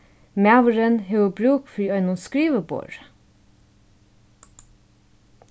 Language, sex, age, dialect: Faroese, female, 36-60, Norðurstreymoy/Eysturoy